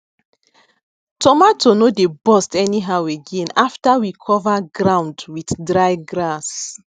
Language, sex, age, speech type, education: Nigerian Pidgin, female, 15-29, spontaneous, tertiary